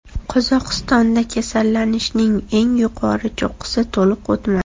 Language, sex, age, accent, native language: Uzbek, female, 25-34, Toshkent shahri, Uzbek